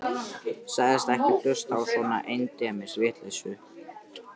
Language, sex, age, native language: Icelandic, male, 13, Icelandic